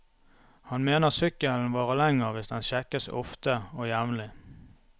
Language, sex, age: Norwegian, male, 32